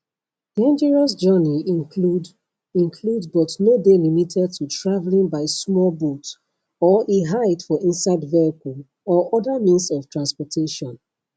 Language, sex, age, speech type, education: Nigerian Pidgin, female, 15-29, spontaneous, tertiary